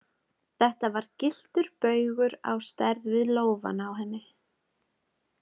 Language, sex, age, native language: Icelandic, female, 20-29, Icelandic